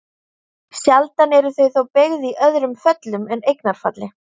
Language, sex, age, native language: Icelandic, female, 30-39, Icelandic